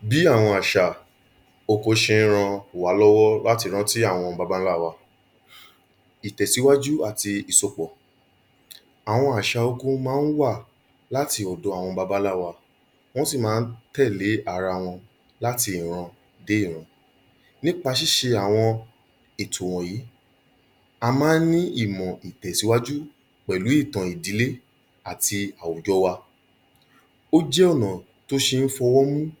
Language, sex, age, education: Yoruba, male, 30-45, tertiary